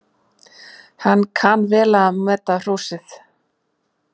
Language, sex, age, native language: Icelandic, female, 40-49, Icelandic